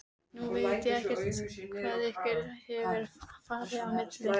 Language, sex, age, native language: Icelandic, female, 12, Icelandic